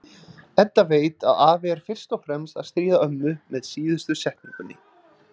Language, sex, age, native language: Icelandic, male, 30-39, Icelandic